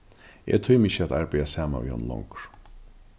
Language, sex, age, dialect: Faroese, male, 36-60, Norðurstreymoy/Eysturoy